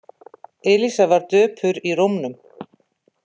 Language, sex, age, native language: Icelandic, female, 50-59, Icelandic